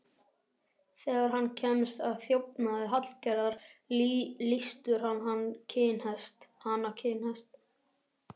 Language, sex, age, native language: Icelandic, male, 11, Icelandic